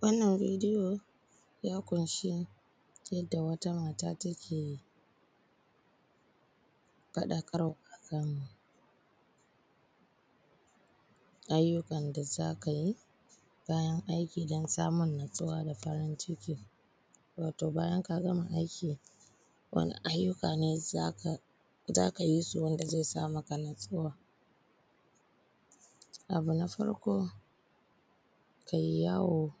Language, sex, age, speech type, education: Hausa, female, 15-29, spontaneous, primary